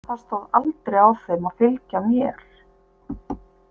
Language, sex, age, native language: Icelandic, female, 50-59, Icelandic